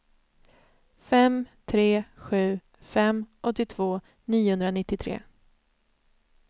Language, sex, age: Swedish, female, 29